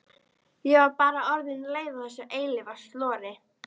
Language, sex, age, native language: Icelandic, female, 13, Icelandic